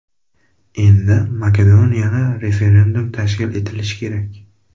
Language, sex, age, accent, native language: Uzbek, male, 18-24, Farg'ona, Uzbek